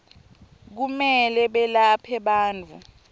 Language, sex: Swati, female